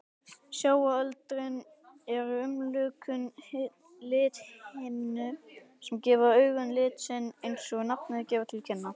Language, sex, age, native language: Icelandic, male, 18-19, Icelandic